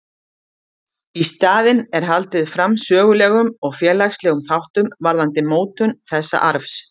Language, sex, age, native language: Icelandic, female, 50-59, Icelandic